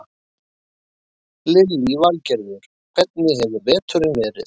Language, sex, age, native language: Icelandic, male, 20-29, Icelandic